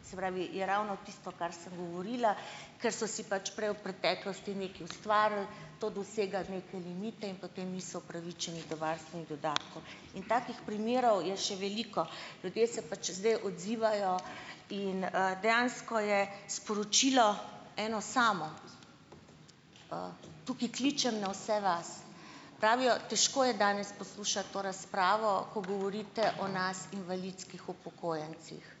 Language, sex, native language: Slovenian, female, Slovenian